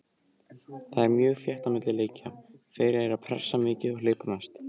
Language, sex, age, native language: Icelandic, male, 18-19, Icelandic